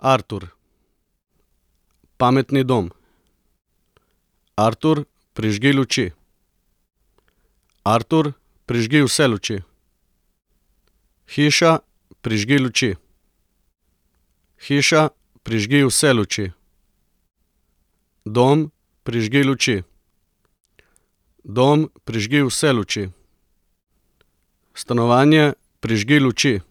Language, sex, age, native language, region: Slovenian, male, 30-49, Slovenian, Coastal Karst region